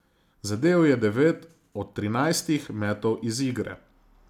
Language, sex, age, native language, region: Slovenian, male, 30-49, Slovenian, Zasavska region